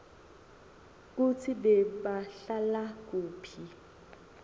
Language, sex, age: Swati, female, 20